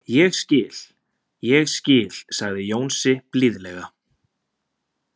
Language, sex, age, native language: Icelandic, male, 20-29, Icelandic